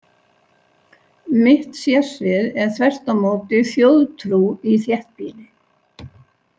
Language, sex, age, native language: Icelandic, female, 60-69, Icelandic